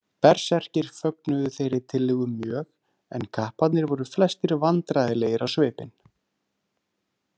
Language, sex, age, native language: Icelandic, male, 30-39, Icelandic